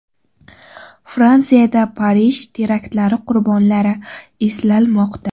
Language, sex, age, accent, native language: Uzbek, female, 18-24, Surxondaryo, Uzbek